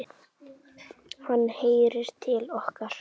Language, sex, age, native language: Icelandic, male, 9, Icelandic